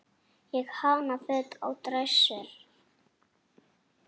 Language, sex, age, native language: Icelandic, female, 6, Icelandic